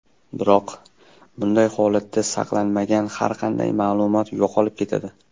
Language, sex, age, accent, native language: Uzbek, male, 19-29, Toshkent shahri, Uzbek